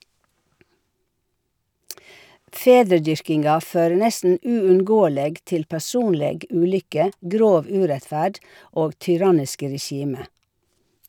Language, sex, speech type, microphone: Norwegian, female, read, Shure